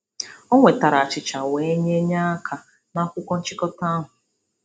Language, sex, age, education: Igbo, female, 30-45, tertiary